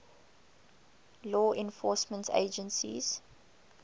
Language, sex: English, female